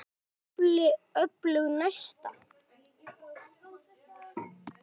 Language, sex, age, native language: Icelandic, male, 10, Icelandic